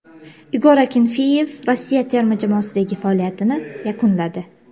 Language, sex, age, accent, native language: Uzbek, female, 25-34, Toshkent shahri, Uzbek